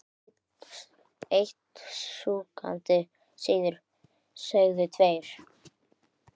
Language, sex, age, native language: Icelandic, male, 9, Icelandic